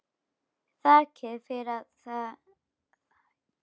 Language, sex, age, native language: Icelandic, female, 12, Icelandic